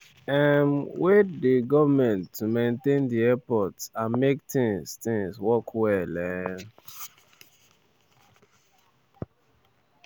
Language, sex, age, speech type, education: Nigerian Pidgin, male, 15-29, spontaneous, tertiary